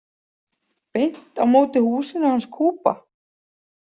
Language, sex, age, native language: Icelandic, female, 40-49, Icelandic